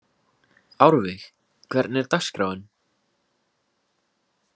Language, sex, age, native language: Icelandic, male, 18-19, Icelandic